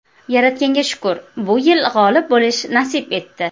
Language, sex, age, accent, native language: Uzbek, female, 25-34, Qashqadaryo, Uzbek